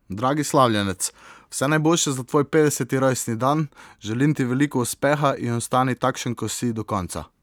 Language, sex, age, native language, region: Slovenian, male, 18-29, Slovenian, Southeast Slovenia